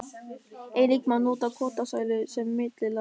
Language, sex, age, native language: Icelandic, male, 13, German